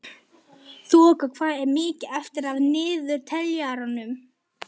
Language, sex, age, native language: Icelandic, male, 11, Icelandic